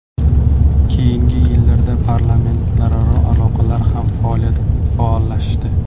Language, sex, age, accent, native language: Uzbek, male, 18-24, Jizzax, Uzbek